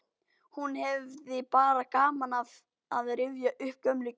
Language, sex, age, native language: Icelandic, male, 12, Icelandic